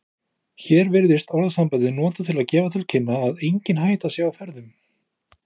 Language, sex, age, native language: Icelandic, male, 20-29, Icelandic